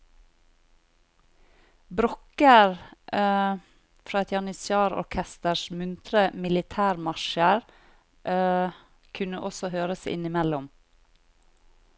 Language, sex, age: Norwegian, female, 40